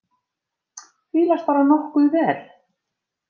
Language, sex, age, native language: Icelandic, female, 50-59, Icelandic